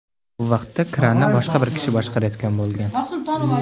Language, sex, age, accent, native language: Uzbek, male, under 19, Jizzax, Uzbek